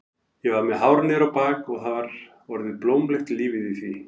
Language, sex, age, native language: Icelandic, male, 40-49, Icelandic